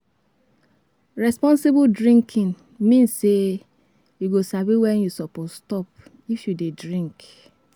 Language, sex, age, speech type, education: Nigerian Pidgin, female, 15-29, spontaneous, tertiary